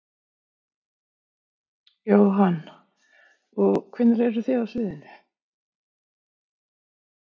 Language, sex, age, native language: Icelandic, female, 50-59, Icelandic